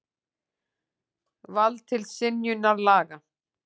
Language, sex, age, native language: Icelandic, female, 40-49, Icelandic